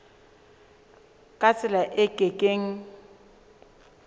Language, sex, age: Southern Sotho, female, 23